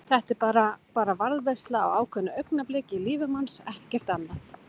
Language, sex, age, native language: Icelandic, female, 40-49, Icelandic